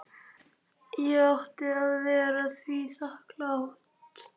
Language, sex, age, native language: Icelandic, male, 11, Icelandic